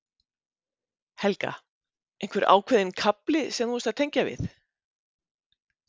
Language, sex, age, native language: Icelandic, female, 50-59, Icelandic